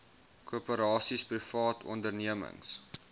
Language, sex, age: Afrikaans, male, 21